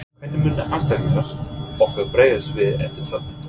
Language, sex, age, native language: Icelandic, male, 30-39, English